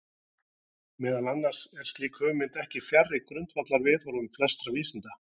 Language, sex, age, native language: Icelandic, male, 40-49, Icelandic